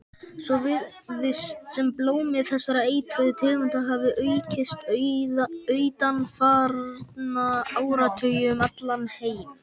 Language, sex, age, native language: Icelandic, male, 18-19, Icelandic